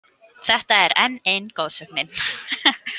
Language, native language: Icelandic, Icelandic